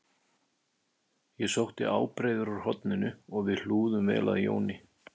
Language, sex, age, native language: Icelandic, male, 50-59, Icelandic